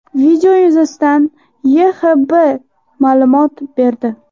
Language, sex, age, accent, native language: Uzbek, female, 18-24, Toshkent shahri, Uzbek